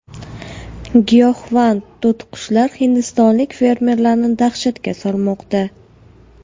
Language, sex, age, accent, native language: Uzbek, female, 18-24, Toshkent viloyati, Uzbek